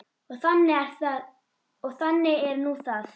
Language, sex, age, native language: Icelandic, female, 10, Icelandic